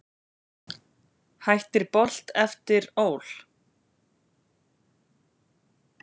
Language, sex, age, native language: Icelandic, female, 40-49, Icelandic